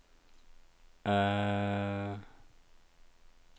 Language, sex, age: Norwegian, male, 36